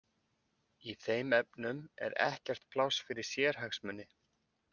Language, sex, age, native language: Icelandic, male, 20-29, Icelandic